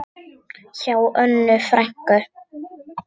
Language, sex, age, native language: Icelandic, female, 8, Icelandic